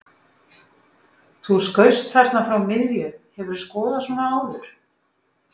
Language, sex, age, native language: Icelandic, female, 50-59, Icelandic